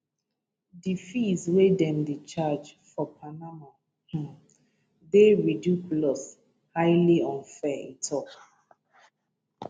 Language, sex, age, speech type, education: Nigerian Pidgin, female, 30-45, spontaneous, tertiary